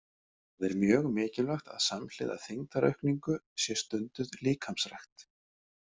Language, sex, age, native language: Icelandic, male, 50-59, Icelandic